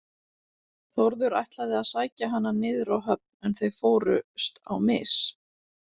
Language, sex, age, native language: Icelandic, female, 40-49, Icelandic